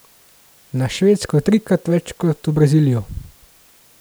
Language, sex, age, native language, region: Slovenian, male, 18-29, Slovenian, Gorenjska region